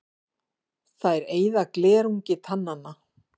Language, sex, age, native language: Icelandic, female, 50-59, Icelandic